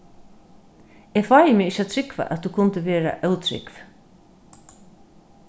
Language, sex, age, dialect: Faroese, female, 36-60, Norðurstreymoy/Eysturoy